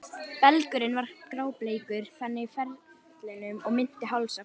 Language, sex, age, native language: Icelandic, female, 11, Icelandic